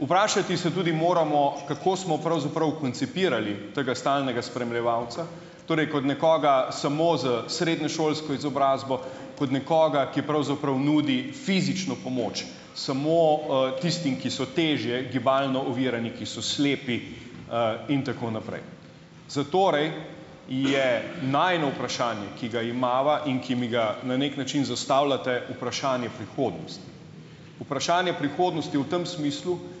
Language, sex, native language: Slovenian, male, Slovenian